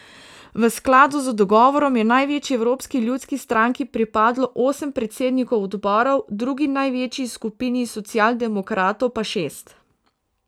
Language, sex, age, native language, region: Slovenian, female, 18-29, Slovenian, Savinja region